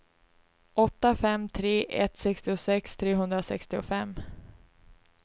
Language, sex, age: Swedish, female, 19